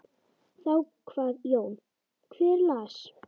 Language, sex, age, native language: Icelandic, female, 10, Icelandic